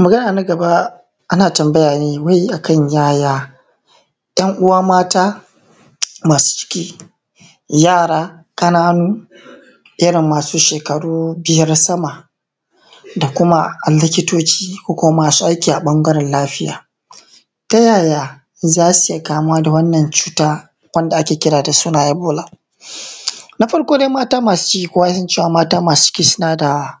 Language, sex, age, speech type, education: Hausa, male, 30-45, spontaneous, tertiary